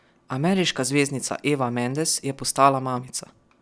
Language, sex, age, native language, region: Slovenian, male, 12-17, Slovenian, Savinja region